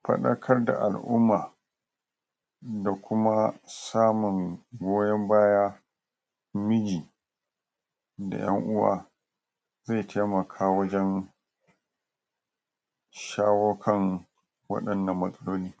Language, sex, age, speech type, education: Hausa, male, 46-60, spontaneous, tertiary